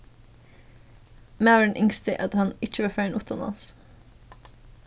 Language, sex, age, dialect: Faroese, female, 15-35, Suðurstreymoy